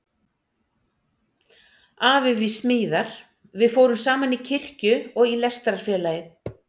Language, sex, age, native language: Icelandic, female, 60-69, Icelandic